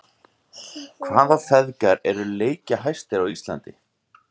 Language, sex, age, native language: Icelandic, male, 30-39, Icelandic